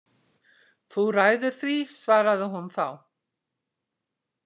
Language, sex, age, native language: Icelandic, female, 60-69, Icelandic